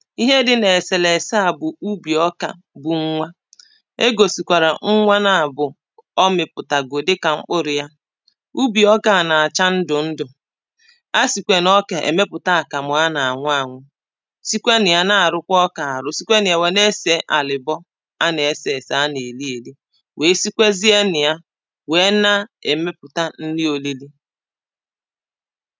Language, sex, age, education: Igbo, female, 30-45, primary